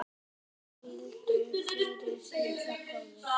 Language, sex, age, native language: Icelandic, female, 9, Icelandic